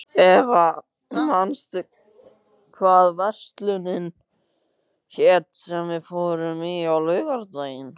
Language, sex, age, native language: Icelandic, male, 15, Icelandic